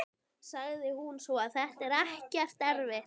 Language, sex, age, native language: Icelandic, female, 12, Icelandic